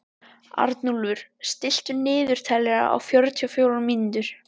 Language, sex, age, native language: Icelandic, male, 12, Icelandic